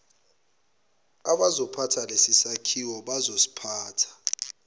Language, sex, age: Zulu, male, 24